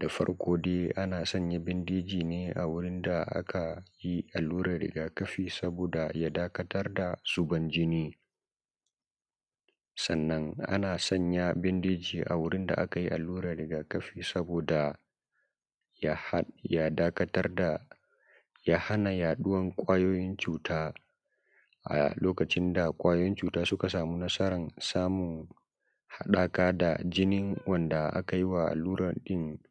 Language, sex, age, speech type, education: Hausa, male, 15-29, spontaneous, secondary